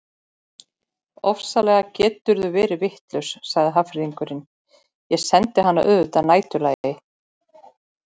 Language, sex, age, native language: Icelandic, female, 40-49, Icelandic